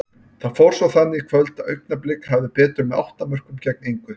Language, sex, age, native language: Icelandic, male, 30-39, Icelandic